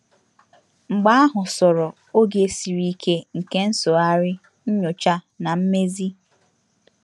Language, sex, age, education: Igbo, female, 15-29, tertiary